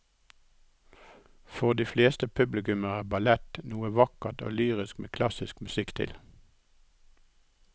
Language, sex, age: Norwegian, male, 63